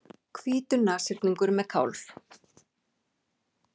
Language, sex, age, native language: Icelandic, female, 40-49, Icelandic